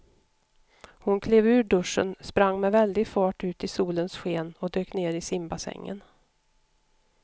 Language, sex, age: Swedish, female, 52